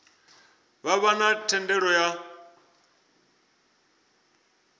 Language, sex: Venda, male